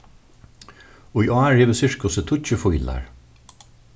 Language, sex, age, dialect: Faroese, male, 36-60, Suðurstreymoy